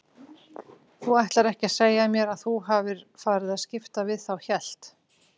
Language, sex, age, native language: Icelandic, female, 40-49, Icelandic